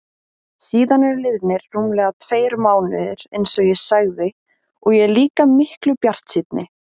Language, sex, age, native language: Icelandic, female, 17, Icelandic